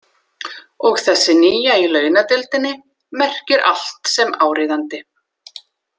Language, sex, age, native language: Icelandic, female, 40-49, Icelandic